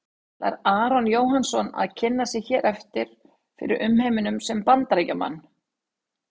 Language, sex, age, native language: Icelandic, female, 60-69, Icelandic